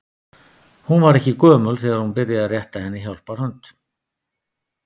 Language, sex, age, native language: Icelandic, male, 50-59, Icelandic